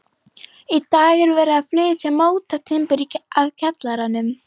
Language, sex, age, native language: Icelandic, female, 11, Icelandic